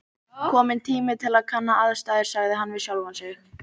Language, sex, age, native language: Icelandic, female, 18-19, Icelandic